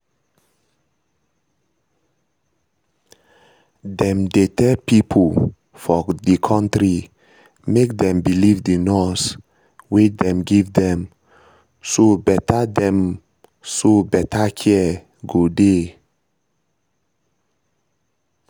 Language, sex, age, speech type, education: Nigerian Pidgin, male, 30-45, spontaneous, tertiary